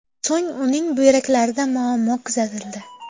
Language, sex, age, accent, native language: Uzbek, female, 12-17, Jizzax, Uzbek